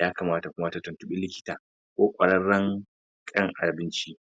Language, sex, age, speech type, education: Hausa, male, 30-45, spontaneous, tertiary